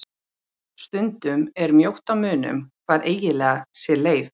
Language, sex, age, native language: Icelandic, female, 30-39, Icelandic